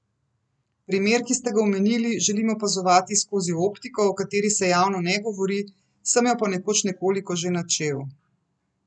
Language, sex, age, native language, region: Slovenian, female, 30-49, Slovenian, Central Slovenia